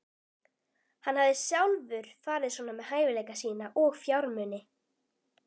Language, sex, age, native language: Icelandic, female, 12, Icelandic